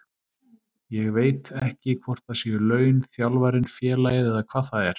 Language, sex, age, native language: Icelandic, male, 30-39, Icelandic